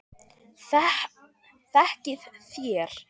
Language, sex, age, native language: Icelandic, male, 10, Icelandic